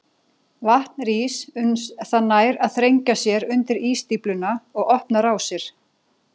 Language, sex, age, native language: Icelandic, female, 40-49, Icelandic